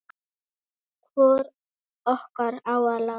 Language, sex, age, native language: Icelandic, female, 9, Icelandic